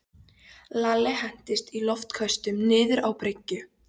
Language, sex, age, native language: Icelandic, female, 13, Polish